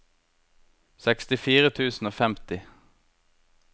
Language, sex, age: Norwegian, male, 23